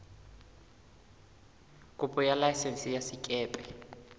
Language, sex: Southern Sotho, male